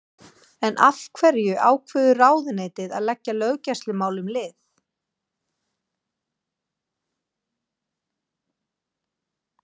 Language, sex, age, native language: Icelandic, female, 40-49, Icelandic